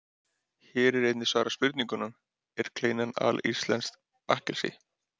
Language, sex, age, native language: Icelandic, male, 30-39, Icelandic